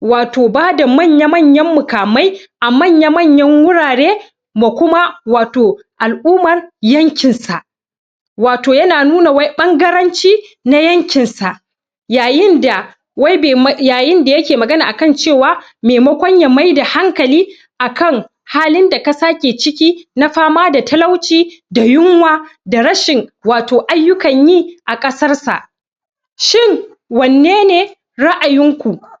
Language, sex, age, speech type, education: Hausa, female, 30-45, spontaneous, tertiary